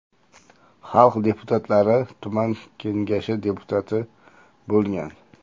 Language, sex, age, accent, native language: Uzbek, male, 35+, Toshkent shahri, Uzbek